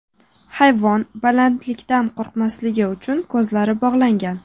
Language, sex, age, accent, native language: Uzbek, female, 19-29, Toshkent shahri, Uzbek